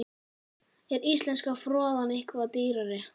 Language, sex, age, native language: Icelandic, male, 9, Icelandic